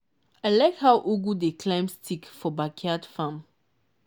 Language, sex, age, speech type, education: Nigerian Pidgin, female, 15-29, spontaneous, tertiary